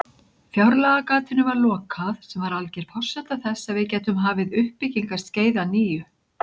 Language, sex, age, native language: Icelandic, female, 60-69, Icelandic